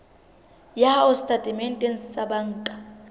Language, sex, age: Southern Sotho, female, 22